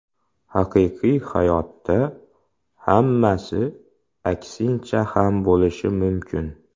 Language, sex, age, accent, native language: Uzbek, male, 25-34, Xorazm, Uzbek